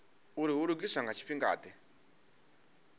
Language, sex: Venda, male